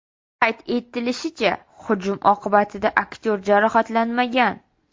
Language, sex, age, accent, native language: Uzbek, female, 18-24, Sirdaryo, Uzbek